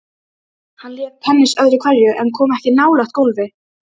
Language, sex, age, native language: Icelandic, female, 12, Icelandic